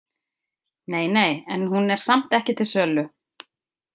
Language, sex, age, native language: Icelandic, female, 50-59, Icelandic